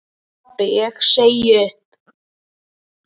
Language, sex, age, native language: Icelandic, male, 10, Icelandic